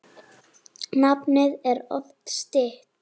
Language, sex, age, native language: Icelandic, female, 7, Icelandic